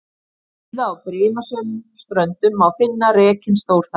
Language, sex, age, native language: Icelandic, female, 50-59, Icelandic